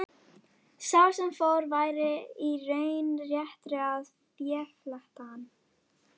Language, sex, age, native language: Icelandic, female, 12, Icelandic